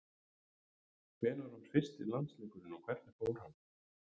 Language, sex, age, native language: Icelandic, male, 30-39, Icelandic